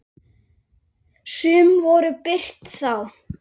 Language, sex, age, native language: Icelandic, male, 8, Icelandic